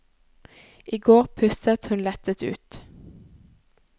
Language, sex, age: Norwegian, female, 18